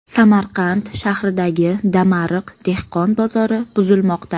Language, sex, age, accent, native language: Uzbek, female, 25-34, Surxondaryo, Uzbek